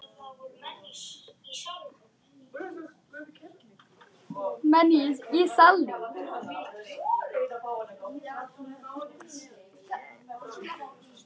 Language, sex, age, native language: Icelandic, male, 10, Icelandic